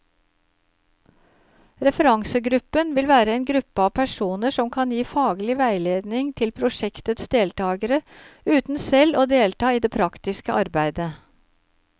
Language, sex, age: Norwegian, female, 53